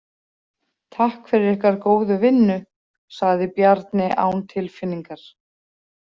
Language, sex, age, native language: Icelandic, female, 40-49, Icelandic